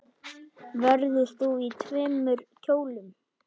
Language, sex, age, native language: Icelandic, male, 9, Icelandic